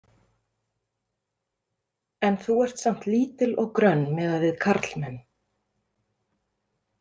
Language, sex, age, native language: Icelandic, female, 30-39, Icelandic